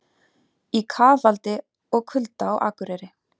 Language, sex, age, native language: Icelandic, female, 30-39, Icelandic